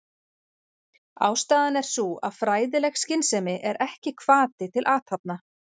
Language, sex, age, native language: Icelandic, female, 40-49, Icelandic